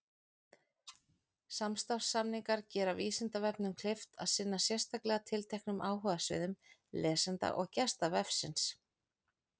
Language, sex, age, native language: Icelandic, female, 40-49, Icelandic